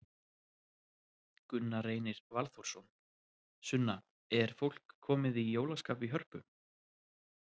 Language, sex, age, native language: Icelandic, male, 30-39, Icelandic